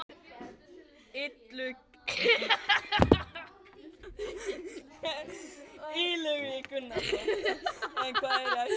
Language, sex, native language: Icelandic, other, Chinese